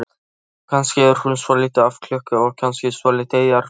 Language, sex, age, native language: Icelandic, male, 13, Polish